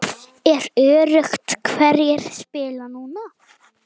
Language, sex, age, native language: Icelandic, female, 9, Icelandic